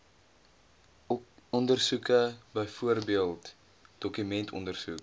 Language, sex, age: Afrikaans, male, 20